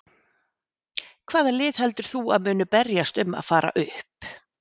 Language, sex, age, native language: Icelandic, female, 50-59, Icelandic